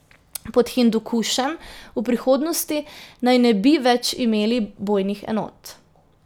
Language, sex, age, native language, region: Slovenian, female, 18-29, Slovenian, Drava region